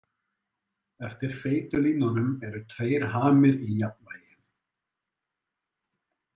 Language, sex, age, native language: Icelandic, male, 30-39, Icelandic